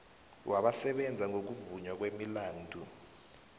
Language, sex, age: South Ndebele, male, 19